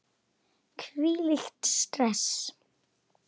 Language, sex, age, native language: Icelandic, male, 8, Icelandic